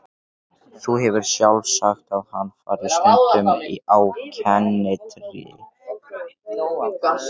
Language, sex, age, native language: Icelandic, male, 13, Icelandic